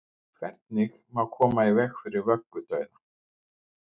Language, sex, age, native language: Icelandic, male, 50-59, Icelandic